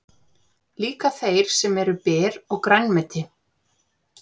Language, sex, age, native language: Icelandic, female, 40-49, Icelandic